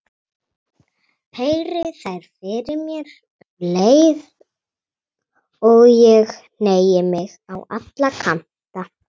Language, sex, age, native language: Icelandic, female, 30-39, Icelandic